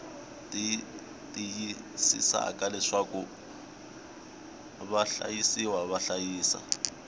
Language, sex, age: Tsonga, male, 21